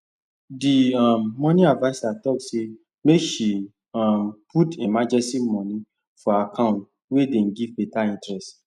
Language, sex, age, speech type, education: Nigerian Pidgin, male, 15-29, spontaneous, tertiary